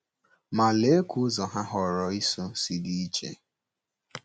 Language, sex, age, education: Igbo, male, 15-29, secondary